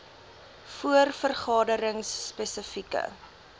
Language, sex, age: Afrikaans, female, 20